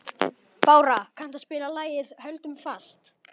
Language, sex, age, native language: Icelandic, male, 11, Icelandic